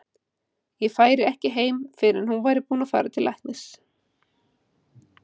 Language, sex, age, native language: Icelandic, female, 50-59, Icelandic